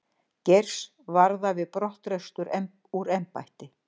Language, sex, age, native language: Icelandic, female, 60-69, Icelandic